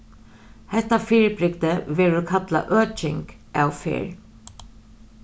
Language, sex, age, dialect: Faroese, female, 36-60, Norðurstreymoy/Eysturoy